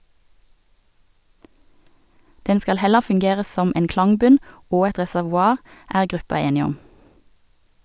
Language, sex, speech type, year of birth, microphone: Norwegian, female, read, 1969, Sennheiser